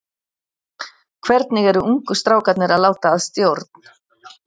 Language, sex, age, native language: Icelandic, female, 60-69, Icelandic